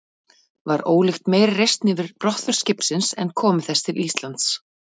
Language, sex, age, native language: Icelandic, female, 40-49, Icelandic